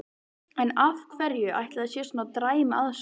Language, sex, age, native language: Icelandic, female, 13, Icelandic